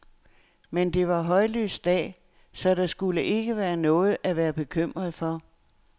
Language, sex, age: Danish, female, 69